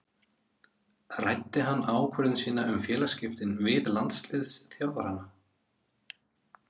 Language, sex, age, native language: Icelandic, male, 30-39, Icelandic